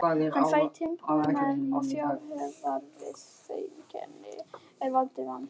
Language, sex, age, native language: Icelandic, female, 11, Icelandic